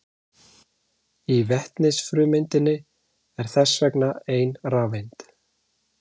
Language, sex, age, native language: Icelandic, male, 40-49, Icelandic